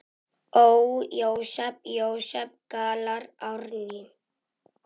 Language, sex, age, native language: Icelandic, male, 6, Icelandic